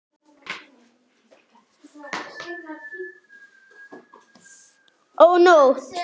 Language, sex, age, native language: Icelandic, female, 9, Icelandic